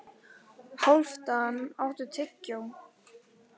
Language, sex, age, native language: Icelandic, female, 11, Icelandic